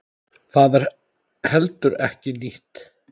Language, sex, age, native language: Icelandic, male, 10, Icelandic